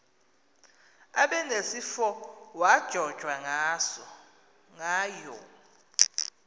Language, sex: Xhosa, female